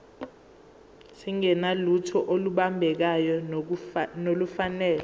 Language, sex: Zulu, female